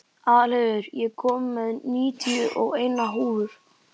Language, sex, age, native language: Icelandic, male, 11, Icelandic